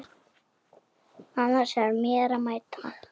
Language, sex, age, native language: Icelandic, female, 8, Icelandic